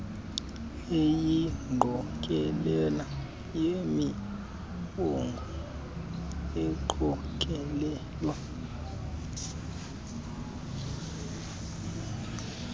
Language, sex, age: Xhosa, male, 19